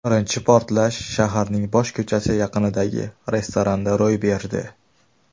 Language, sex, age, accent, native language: Uzbek, male, 19-29, Andijon, Uzbek